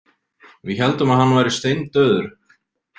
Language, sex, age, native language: Icelandic, male, 30-39, Icelandic